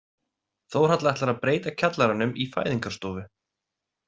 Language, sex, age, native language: Icelandic, male, 30-39, Icelandic